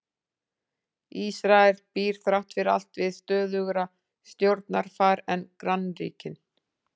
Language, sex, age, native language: Icelandic, female, 40-49, Icelandic